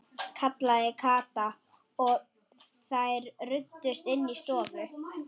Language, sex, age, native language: Icelandic, female, 12, Swedish